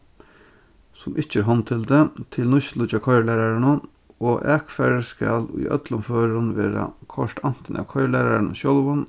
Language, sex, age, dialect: Faroese, male, 36-60, Norðurstreymoy/Eysturoy